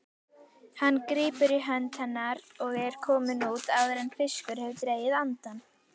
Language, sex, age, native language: Icelandic, female, 18-19, Icelandic